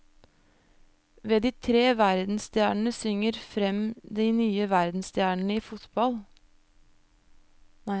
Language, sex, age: Norwegian, female, 25